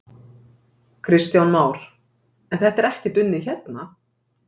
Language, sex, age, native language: Icelandic, female, 50-59, Icelandic